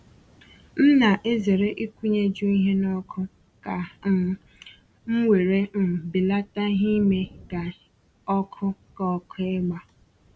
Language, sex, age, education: Igbo, female, 30-45, tertiary